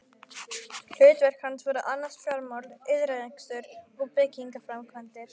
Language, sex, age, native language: Icelandic, female, 11, Icelandic